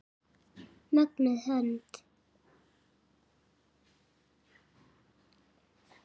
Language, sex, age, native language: Icelandic, female, 7, Icelandic